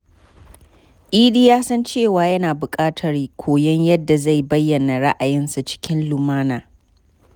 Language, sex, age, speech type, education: Hausa, female, 30-45, spontaneous, tertiary